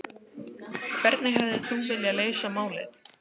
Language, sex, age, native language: Icelandic, female, 15, Icelandic